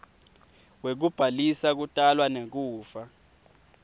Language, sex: Swati, male